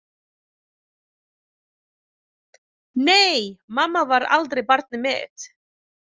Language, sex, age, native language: Icelandic, female, 40-49, Filipino